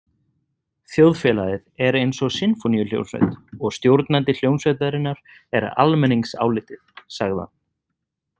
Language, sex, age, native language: Icelandic, male, 30-39, Icelandic